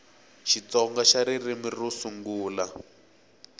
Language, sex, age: Tsonga, male, 18